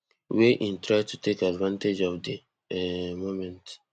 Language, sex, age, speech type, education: Nigerian Pidgin, male, 15-29, spontaneous, tertiary